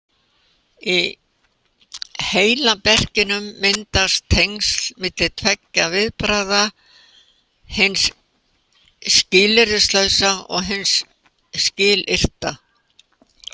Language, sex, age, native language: Icelandic, female, 80-89, Icelandic